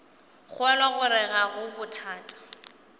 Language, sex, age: Northern Sotho, female, 18